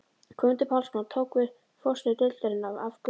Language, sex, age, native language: Icelandic, female, 12, Icelandic